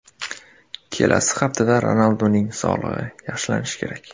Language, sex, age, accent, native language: Uzbek, male, 18-24, Surxondaryo, Uzbek